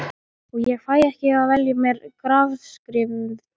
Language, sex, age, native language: Icelandic, male, 13, Icelandic